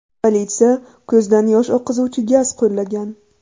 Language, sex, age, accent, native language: Uzbek, female, 18-24, Buxoro, Uzbek